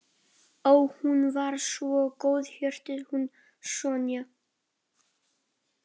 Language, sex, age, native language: Icelandic, male, 12, Polish